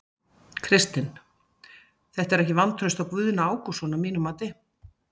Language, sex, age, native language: Icelandic, female, 40-49, Icelandic